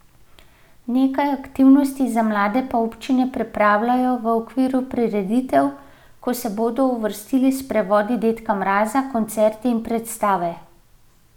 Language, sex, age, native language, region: Slovenian, female, 30-49, Slovenian, Central Slovenia